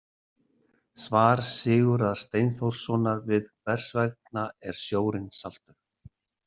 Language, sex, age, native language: Icelandic, male, 60-69, Icelandic